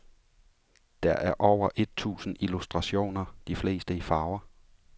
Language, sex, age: Danish, male, 35